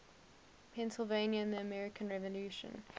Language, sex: English, female